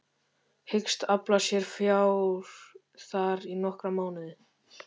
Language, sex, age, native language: Icelandic, male, 13, Icelandic